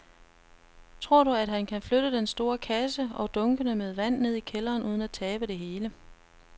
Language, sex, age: Danish, female, 33